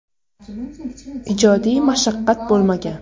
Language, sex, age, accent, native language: Uzbek, female, 12-17, Qashqadaryo, Uzbek